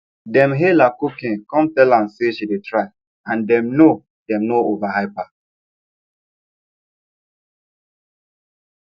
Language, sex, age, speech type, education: Nigerian Pidgin, male, 15-29, spontaneous, tertiary